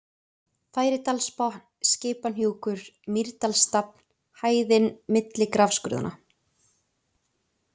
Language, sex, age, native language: Icelandic, female, 20-29, Icelandic